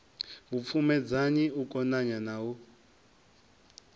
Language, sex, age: Venda, male, 23